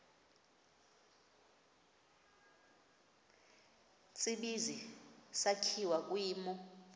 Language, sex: Xhosa, female